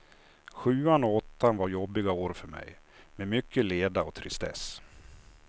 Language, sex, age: Swedish, male, 56